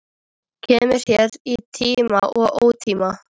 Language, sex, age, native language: Icelandic, female, 13, Icelandic